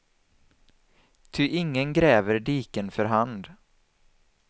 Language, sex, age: Swedish, male, 27